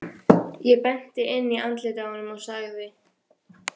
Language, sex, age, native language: Icelandic, female, 14, Icelandic